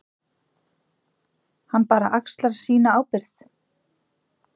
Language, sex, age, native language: Icelandic, female, 40-49, Icelandic